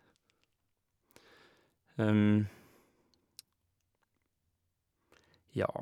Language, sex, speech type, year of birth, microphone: Norwegian, male, spontaneous, 1986, Shure